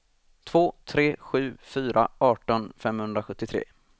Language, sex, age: Swedish, male, 26